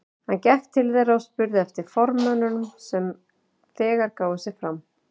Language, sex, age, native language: Icelandic, female, 40-49, Icelandic